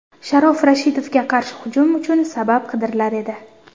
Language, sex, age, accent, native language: Uzbek, female, under 19, Surxondaryo, Uzbek